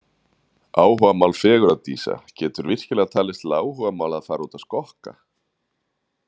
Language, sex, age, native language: Icelandic, male, 30-39, Icelandic